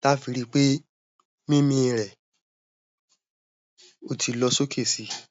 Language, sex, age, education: Yoruba, male, 15-29, primary